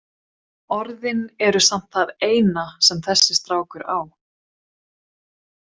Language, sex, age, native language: Icelandic, female, 20-29, Swedish